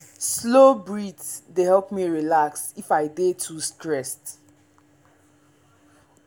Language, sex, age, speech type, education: Nigerian Pidgin, male, 15-29, spontaneous, tertiary